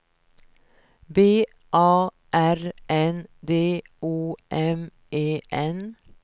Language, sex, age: Swedish, female, 48